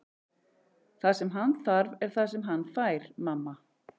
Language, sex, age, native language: Icelandic, male, 11, Icelandic